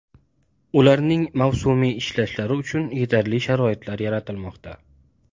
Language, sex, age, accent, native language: Uzbek, male, 19-29, Andijon, Uzbek